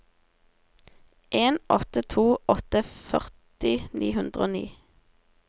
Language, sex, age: Norwegian, female, 17